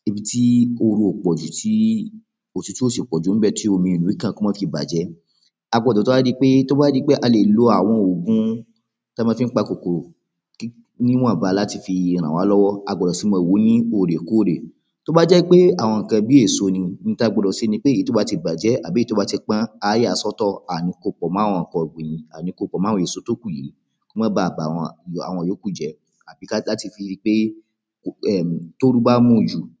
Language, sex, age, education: Yoruba, male, 15-29, primary